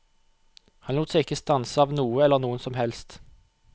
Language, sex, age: Norwegian, male, 28